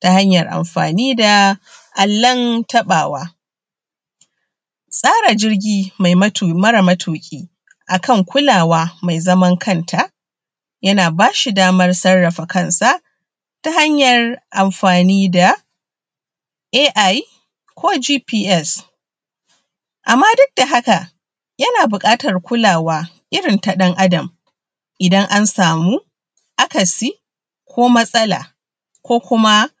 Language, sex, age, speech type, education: Hausa, female, 30-45, spontaneous, primary